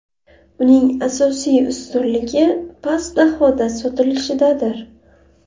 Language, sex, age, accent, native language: Uzbek, female, 18-24, Navoiy, Uzbek